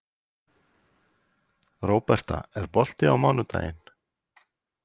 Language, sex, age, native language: Icelandic, male, 40-49, Icelandic